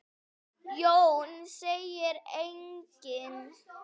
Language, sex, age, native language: Icelandic, female, 9, Icelandic